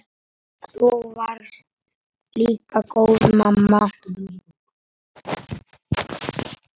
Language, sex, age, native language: Icelandic, male, 8, Icelandic